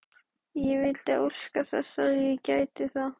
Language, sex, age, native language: Icelandic, female, 12, Icelandic